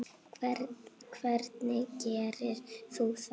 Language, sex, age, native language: Icelandic, female, 8, Icelandic